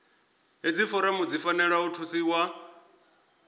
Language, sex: Venda, male